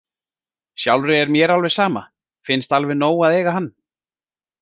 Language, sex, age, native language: Icelandic, male, 40-49, Icelandic